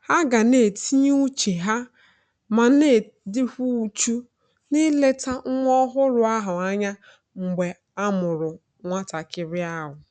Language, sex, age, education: Igbo, female, 15-29, tertiary